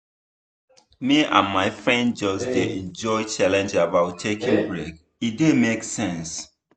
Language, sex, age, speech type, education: Nigerian Pidgin, male, 15-29, spontaneous, tertiary